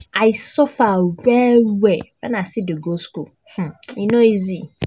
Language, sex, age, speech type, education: Nigerian Pidgin, female, 15-29, spontaneous, tertiary